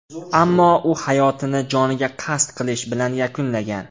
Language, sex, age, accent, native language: Uzbek, male, 18-24, Andijon, Uzbek